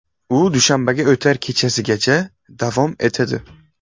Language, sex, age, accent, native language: Uzbek, male, 18-24, Buxoro, Uzbek